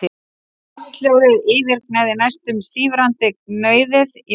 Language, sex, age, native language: Icelandic, male, 12, Icelandic